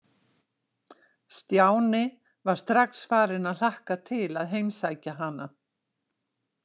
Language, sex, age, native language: Icelandic, female, 60-69, Icelandic